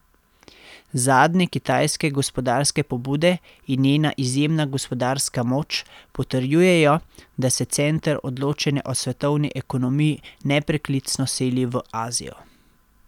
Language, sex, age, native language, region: Slovenian, male, 30-49, Slovenian, Central Slovenia